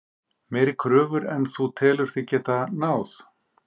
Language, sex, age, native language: Icelandic, male, 50-59, Icelandic